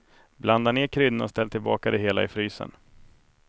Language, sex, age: Swedish, male, 31